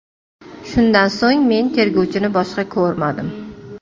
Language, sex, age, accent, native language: Uzbek, female, 35+, Toshkent shahri, Uzbek